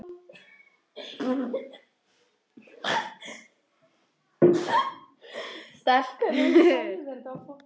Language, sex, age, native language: Icelandic, female, 14, Icelandic